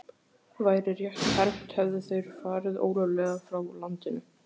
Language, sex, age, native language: Icelandic, male, 15, Icelandic